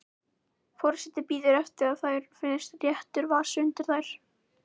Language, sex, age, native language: Icelandic, female, 11, Icelandic